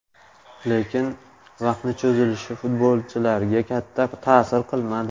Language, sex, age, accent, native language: Uzbek, male, 18-24, Farg'ona, Uzbek